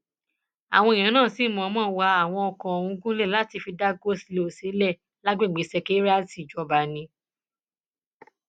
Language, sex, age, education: Yoruba, female, 30-45, tertiary